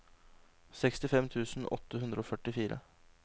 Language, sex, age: Norwegian, male, 26